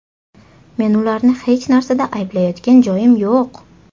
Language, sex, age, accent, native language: Uzbek, female, 18-24, Toshkent shahri, Uzbek